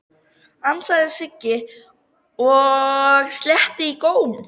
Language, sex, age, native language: Icelandic, female, 13, Icelandic